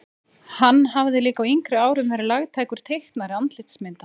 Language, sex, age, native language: Icelandic, female, 30-39, Icelandic